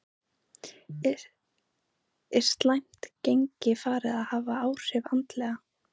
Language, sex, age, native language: Icelandic, female, 15, Icelandic